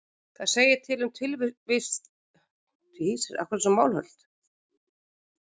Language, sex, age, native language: Icelandic, female, 40-49, Icelandic